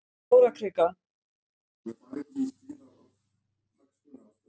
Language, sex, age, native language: Icelandic, female, 60-69, Icelandic